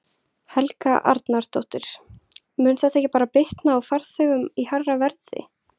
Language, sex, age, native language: Icelandic, female, 20-29, Icelandic